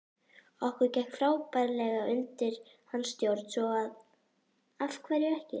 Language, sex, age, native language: Icelandic, female, 11, Icelandic